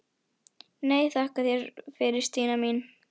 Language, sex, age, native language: Icelandic, female, 11, Icelandic